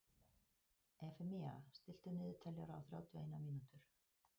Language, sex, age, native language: Icelandic, female, 50-59, Icelandic